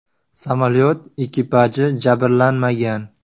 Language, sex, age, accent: Uzbek, male, 18-24, Surxondaryo